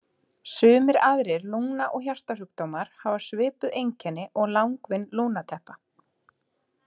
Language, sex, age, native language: Icelandic, female, 30-39, Icelandic